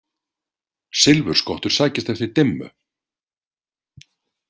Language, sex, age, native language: Icelandic, male, 40-49, Icelandic